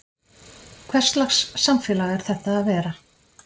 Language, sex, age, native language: Icelandic, female, 50-59, Icelandic